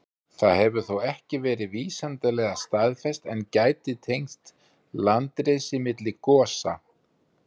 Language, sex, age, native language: Icelandic, male, 50-59, Icelandic